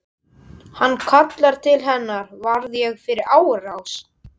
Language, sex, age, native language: Icelandic, male, 12, Icelandic